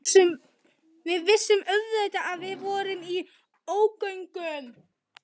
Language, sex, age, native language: Icelandic, male, 11, Icelandic